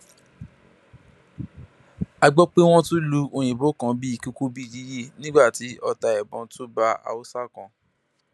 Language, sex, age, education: Yoruba, male, 15-29, tertiary